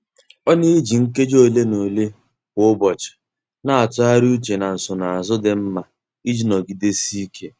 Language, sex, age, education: Igbo, male, 15-29, tertiary